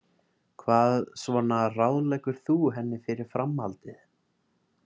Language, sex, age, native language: Icelandic, male, 30-39, Icelandic